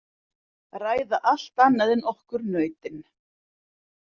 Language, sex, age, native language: Icelandic, female, 50-59, Icelandic